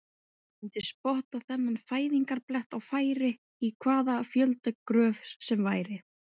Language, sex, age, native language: Icelandic, female, 20-29, Icelandic